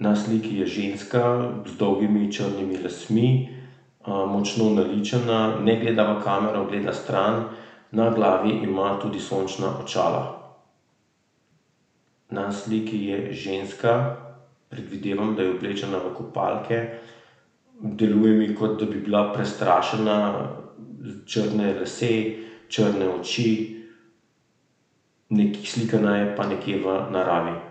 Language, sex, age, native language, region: Slovenian, male, 30-49, Slovenian, Central Slovenia